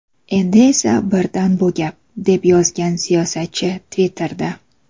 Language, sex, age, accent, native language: Uzbek, female, 25-34, Samarqand, Uzbek